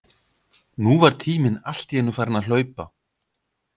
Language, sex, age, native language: Icelandic, male, 50-59, Icelandic